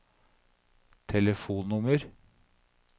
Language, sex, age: Norwegian, male, 57